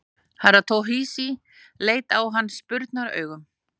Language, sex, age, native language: Icelandic, female, 40-49, Icelandic